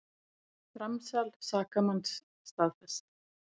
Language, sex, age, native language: Icelandic, female, 30-39, Icelandic